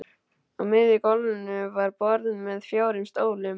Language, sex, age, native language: Icelandic, male, 12, Icelandic